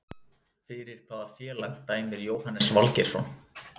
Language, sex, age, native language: Icelandic, male, 20-29, Icelandic